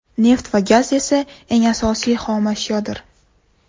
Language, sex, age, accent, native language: Uzbek, female, 18-24, Toshkent shahri, Uzbek